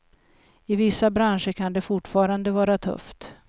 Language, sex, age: Swedish, female, 56